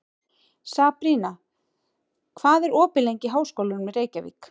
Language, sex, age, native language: Icelandic, female, 18-19, Icelandic